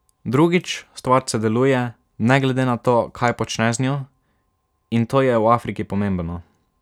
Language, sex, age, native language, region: Slovenian, male, 12-17, Slovenian, Savinja region